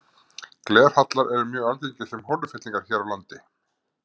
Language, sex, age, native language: Icelandic, male, 50-59, Icelandic